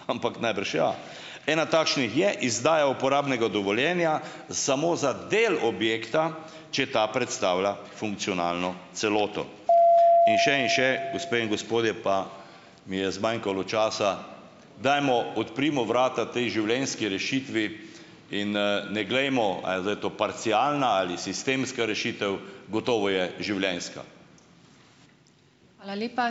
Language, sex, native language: Slovenian, male, Slovenian